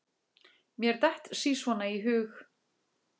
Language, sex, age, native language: Icelandic, female, 40-49, Icelandic